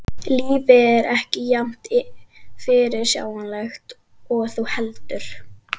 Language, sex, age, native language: Icelandic, female, 12, Icelandic